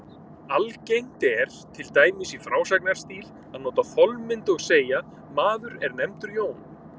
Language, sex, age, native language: Icelandic, male, 30-39, Icelandic